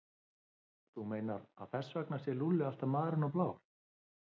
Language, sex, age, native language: Icelandic, male, 50-59, Icelandic